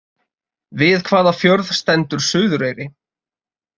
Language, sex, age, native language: Icelandic, male, 20-29, Icelandic